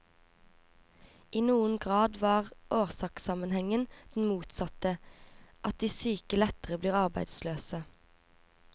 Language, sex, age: Norwegian, female, 24